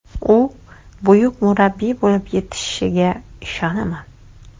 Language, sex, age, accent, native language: Uzbek, female, 25-34, Toshkent shahri, Uzbek